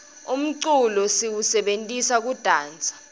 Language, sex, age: Swati, female, 19